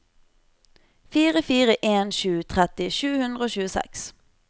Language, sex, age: Norwegian, female, 25